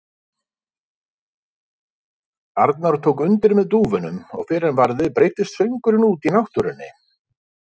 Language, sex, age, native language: Icelandic, male, 50-59, Icelandic